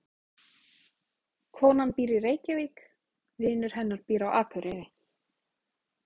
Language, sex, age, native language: Icelandic, female, 30-39, Icelandic